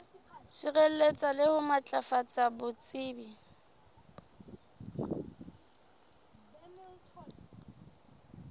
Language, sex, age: Southern Sotho, female, 22